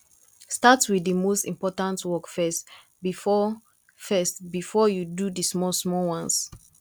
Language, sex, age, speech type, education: Nigerian Pidgin, female, 15-29, spontaneous, tertiary